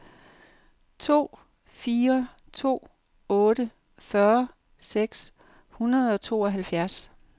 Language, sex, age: Danish, female, 58